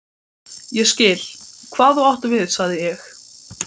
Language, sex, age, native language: Icelandic, male, 12, Icelandic